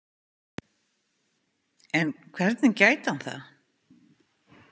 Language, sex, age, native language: Icelandic, female, 50-59, Icelandic